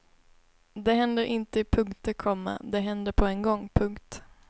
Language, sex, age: Swedish, female, 22